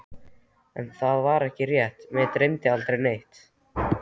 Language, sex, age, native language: Icelandic, male, 13, Icelandic